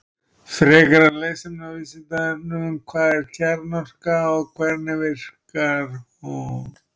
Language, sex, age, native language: Icelandic, male, 30-39, Icelandic